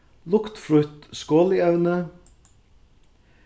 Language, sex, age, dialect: Faroese, male, 36-60, Suðurstreymoy